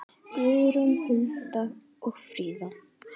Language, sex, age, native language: Icelandic, female, 9, Icelandic